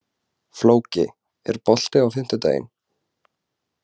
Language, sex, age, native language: Icelandic, male, 20-29, Icelandic